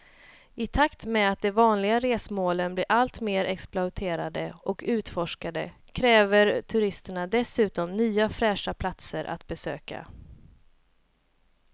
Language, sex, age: Swedish, female, 28